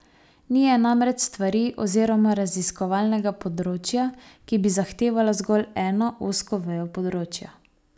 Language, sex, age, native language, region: Slovenian, female, 18-29, Slovenian, Savinja region